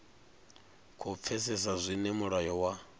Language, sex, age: Venda, male, 39